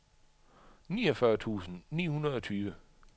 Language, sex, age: Danish, male, 38